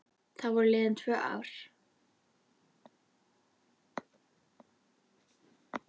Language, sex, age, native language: Icelandic, female, 10, Icelandic